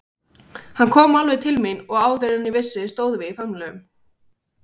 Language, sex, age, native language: Icelandic, female, 16, Icelandic